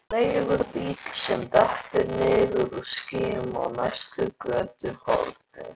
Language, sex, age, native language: Icelandic, male, 13, Icelandic